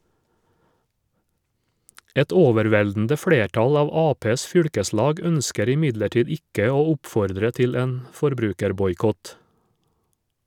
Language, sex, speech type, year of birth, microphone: Norwegian, male, read, 1956, Shure